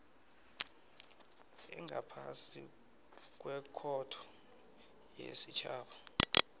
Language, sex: South Ndebele, male